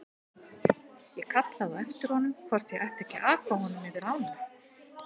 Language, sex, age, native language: Icelandic, female, 50-59, Icelandic